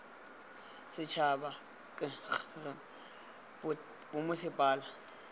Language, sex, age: Tswana, male, 20